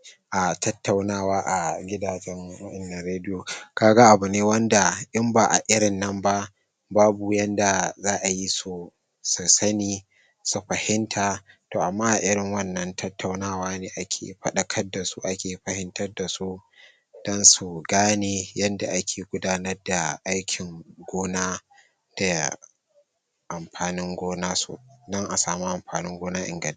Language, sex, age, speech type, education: Hausa, male, 60+, spontaneous, tertiary